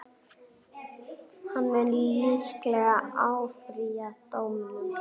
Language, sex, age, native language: Icelandic, female, 9, Icelandic